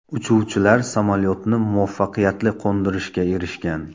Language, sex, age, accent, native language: Uzbek, male, 18-24, Xorazm, Uzbek